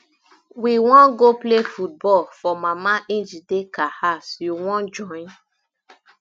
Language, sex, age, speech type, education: Nigerian Pidgin, female, 15-29, spontaneous, tertiary